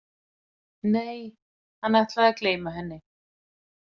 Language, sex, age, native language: Icelandic, female, 40-49, Icelandic